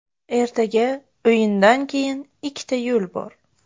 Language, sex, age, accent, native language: Uzbek, female, 25-34, Buxoro, Uzbek